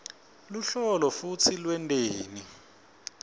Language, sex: Swati, male